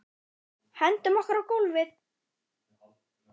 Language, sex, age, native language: Icelandic, male, 9, Icelandic